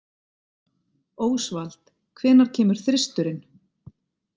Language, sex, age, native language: Icelandic, female, 50-59, Icelandic